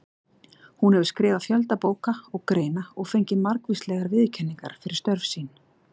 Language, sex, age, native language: Icelandic, female, 40-49, Icelandic